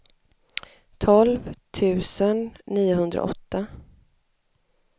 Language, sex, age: Swedish, male, 25